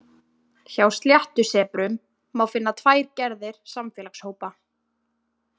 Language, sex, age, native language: Icelandic, female, 20-29, Icelandic